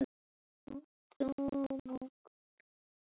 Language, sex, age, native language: Icelandic, male, 7, Icelandic